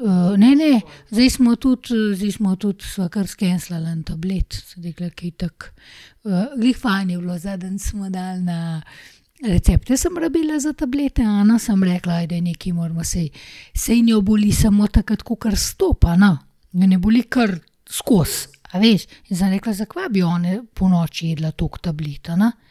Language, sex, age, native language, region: Slovenian, female, 30-49, Slovenian, Gorenjska region